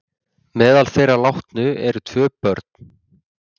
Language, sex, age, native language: Icelandic, male, 20-29, Icelandic